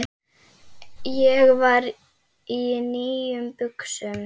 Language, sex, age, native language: Icelandic, female, 8, Icelandic